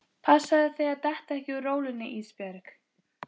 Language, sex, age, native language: Icelandic, female, 15, Icelandic